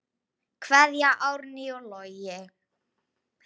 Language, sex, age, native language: Icelandic, female, 8, Icelandic